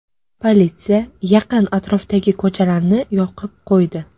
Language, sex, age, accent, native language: Uzbek, female, 18-24, Namangan, Uzbek